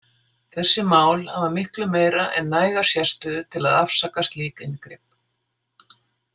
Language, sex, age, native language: Icelandic, female, 60-69, Icelandic